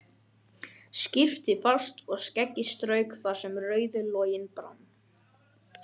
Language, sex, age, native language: Icelandic, male, 12, Icelandic